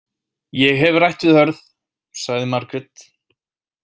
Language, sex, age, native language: Icelandic, male, 18-19, Icelandic